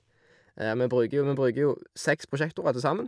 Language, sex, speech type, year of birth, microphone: Norwegian, male, spontaneous, 1991, Shure